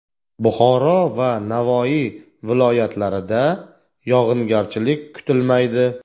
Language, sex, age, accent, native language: Uzbek, male, 40-49, Toshkent viloyati, Uzbek